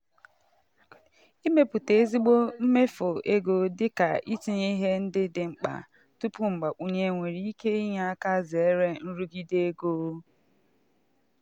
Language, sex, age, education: Igbo, female, 15-29, tertiary